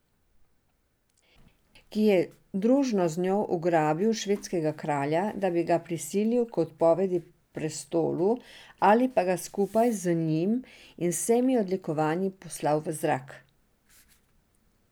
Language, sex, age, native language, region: Slovenian, female, 60+, Serbian, Drava region